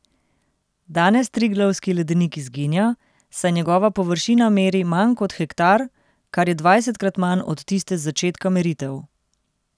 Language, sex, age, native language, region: Slovenian, female, 30-49, Slovenian, Central Slovenia